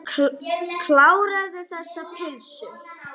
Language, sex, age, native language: Icelandic, female, 5, Icelandic